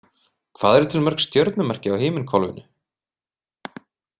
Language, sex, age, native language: Icelandic, male, 30-39, Icelandic